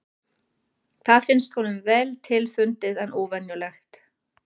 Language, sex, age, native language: Icelandic, female, 40-49, German